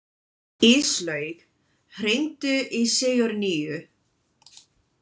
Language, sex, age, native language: Icelandic, female, 20-29, English